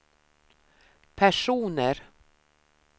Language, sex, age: Swedish, female, 53